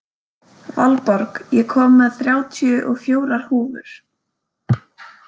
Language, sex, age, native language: Icelandic, female, 18-19, Icelandic